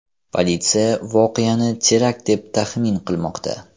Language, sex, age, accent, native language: Uzbek, male, 18-24, Farg'ona, Uzbek